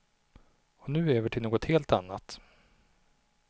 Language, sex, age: Swedish, male, 37